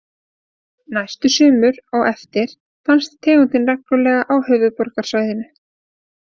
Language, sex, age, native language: Icelandic, female, 30-39, Icelandic